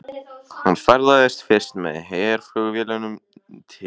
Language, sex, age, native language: Icelandic, male, 11, Icelandic